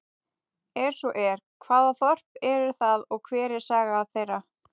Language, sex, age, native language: Icelandic, female, 18-19, Icelandic